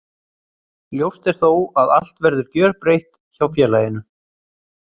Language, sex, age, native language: Icelandic, male, 30-39, Icelandic